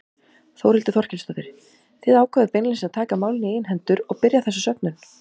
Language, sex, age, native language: Icelandic, female, 18-19, Icelandic